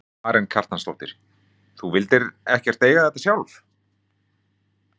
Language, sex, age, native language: Icelandic, male, 40-49, Icelandic